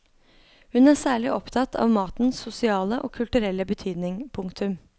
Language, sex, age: Norwegian, female, 23